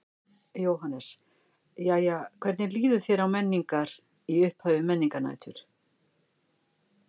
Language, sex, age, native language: Icelandic, female, 50-59, Icelandic